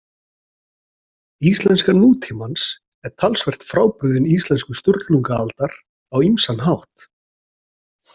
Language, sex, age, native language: Icelandic, male, 40-49, Icelandic